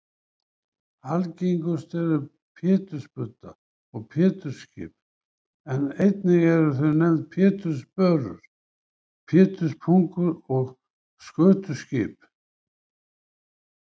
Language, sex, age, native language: Icelandic, male, 70-79, Icelandic